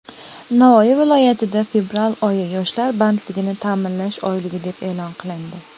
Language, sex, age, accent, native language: Uzbek, female, 19-29, Andijon, Uzbek